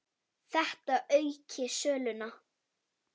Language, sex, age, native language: Icelandic, female, 9, Icelandic